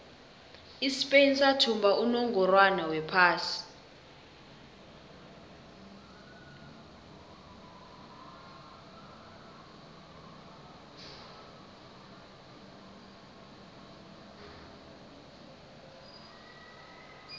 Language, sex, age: South Ndebele, female, 21